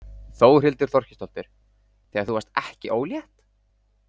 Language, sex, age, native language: Icelandic, male, 18-19, Icelandic